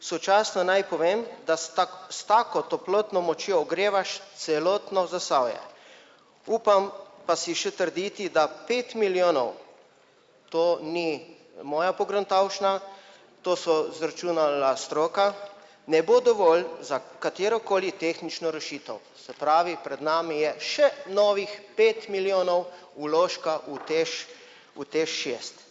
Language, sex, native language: Slovenian, male, Slovenian